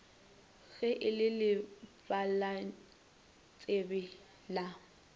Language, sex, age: Northern Sotho, female, 21